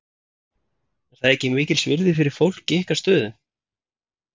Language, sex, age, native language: Icelandic, male, 30-39, Icelandic